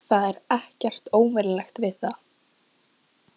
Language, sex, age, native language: Icelandic, female, 18-19, Icelandic